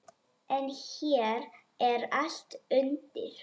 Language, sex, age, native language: Icelandic, female, 9, Icelandic